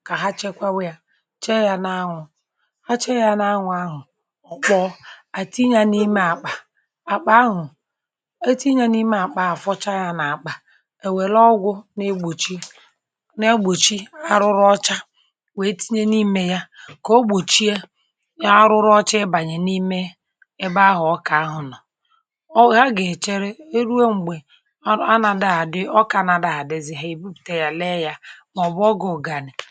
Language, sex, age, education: Igbo, male, 30-45, tertiary